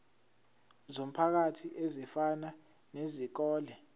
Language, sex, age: Zulu, male, 17